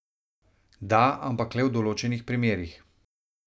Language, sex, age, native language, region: Slovenian, male, 30-49, Slovenian, Savinja region